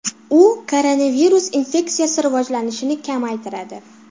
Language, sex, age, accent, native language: Uzbek, female, under 19, Farg'ona, Uzbek